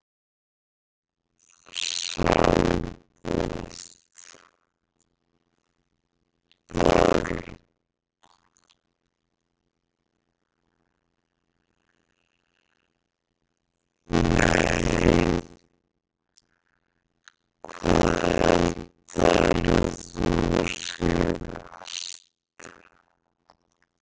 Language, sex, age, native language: Icelandic, male, 60-69, Icelandic